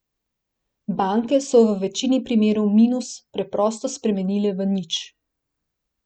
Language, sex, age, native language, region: Slovenian, female, 18-29, Slovenian, Central Slovenia